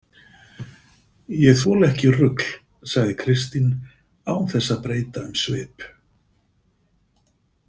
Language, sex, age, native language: Icelandic, male, 50-59, Icelandic